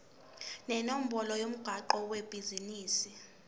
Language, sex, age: Zulu, female, 18